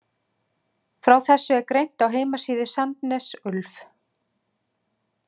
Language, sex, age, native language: Icelandic, female, 30-39, Icelandic